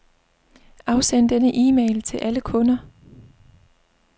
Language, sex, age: Danish, female, 25